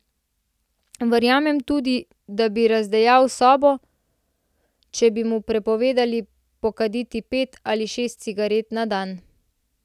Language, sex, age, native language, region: Slovenian, female, 18-29, Slovenian, Central Slovenia